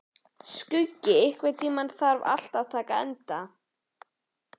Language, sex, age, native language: Icelandic, male, 11, Icelandic